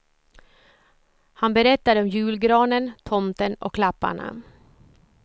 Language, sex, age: Swedish, female, 54